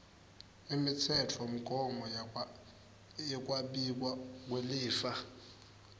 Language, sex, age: Swati, male, 19